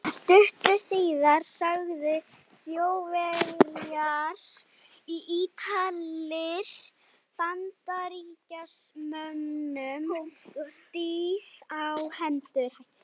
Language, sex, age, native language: Icelandic, male, 18-19, Icelandic